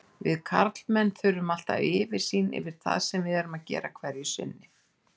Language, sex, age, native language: Icelandic, female, 60-69, Icelandic